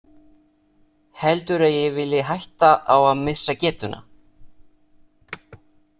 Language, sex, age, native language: Icelandic, male, 30-39, Italian